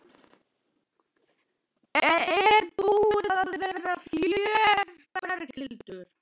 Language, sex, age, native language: Icelandic, male, 12, Icelandic